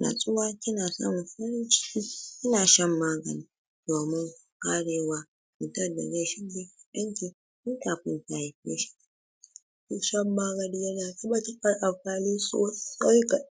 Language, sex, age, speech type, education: Hausa, female, 60+, spontaneous, tertiary